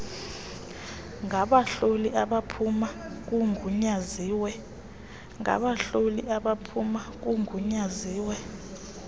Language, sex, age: Xhosa, female, 22